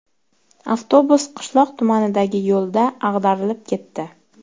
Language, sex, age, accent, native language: Uzbek, female, 18-24, Sirdaryo, Uzbek